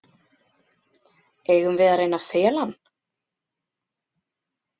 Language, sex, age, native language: Icelandic, other, 20-29, Icelandic